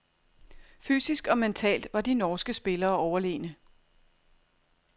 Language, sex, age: Danish, female, 42